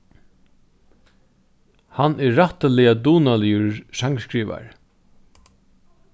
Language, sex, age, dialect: Faroese, male, 36-60, Norðurstreymoy/Eysturoy